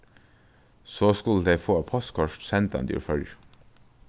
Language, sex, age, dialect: Faroese, male, 15-35, Norðurstreymoy/Eysturoy